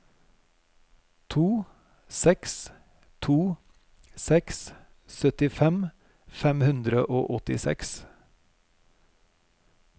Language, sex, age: Norwegian, male, 41